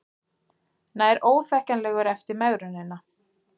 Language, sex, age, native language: Icelandic, female, 40-49, Icelandic